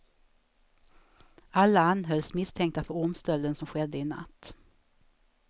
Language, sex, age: Swedish, female, 34